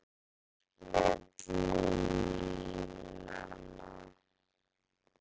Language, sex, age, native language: Icelandic, female, 18-19, Icelandic